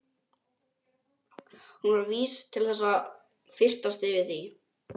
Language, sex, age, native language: Icelandic, male, 12, Icelandic